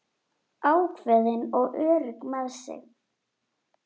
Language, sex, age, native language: Icelandic, female, 10, Icelandic